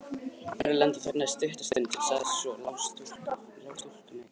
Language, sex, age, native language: Icelandic, male, 18-19, Icelandic